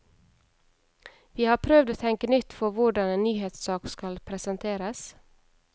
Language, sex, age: Norwegian, female, 31